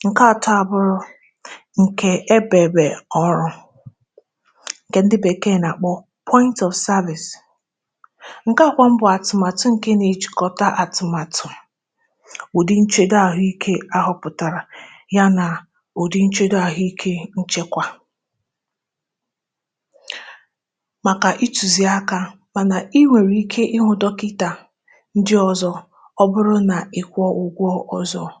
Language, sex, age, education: Igbo, female, 15-29, tertiary